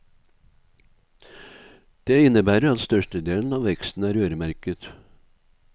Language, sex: Norwegian, male